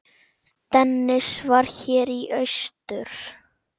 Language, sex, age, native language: Icelandic, male, 10, Icelandic